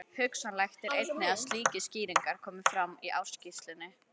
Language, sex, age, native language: Icelandic, female, 11, Icelandic